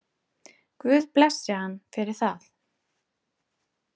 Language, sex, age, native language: Icelandic, female, 30-39, Icelandic